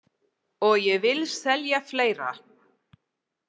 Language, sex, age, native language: Icelandic, female, 40-49, English